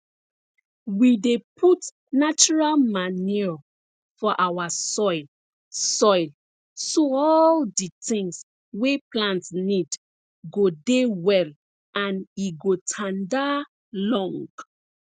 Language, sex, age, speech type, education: Nigerian Pidgin, female, 30-45, spontaneous, tertiary